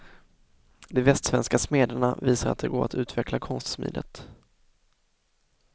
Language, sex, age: Swedish, male, 24